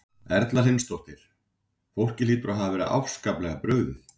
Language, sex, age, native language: Icelandic, male, 40-49, Icelandic